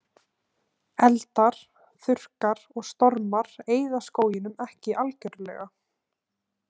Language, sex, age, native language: Icelandic, female, 18-19, Icelandic